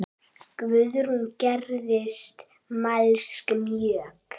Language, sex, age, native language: Icelandic, male, 7, Icelandic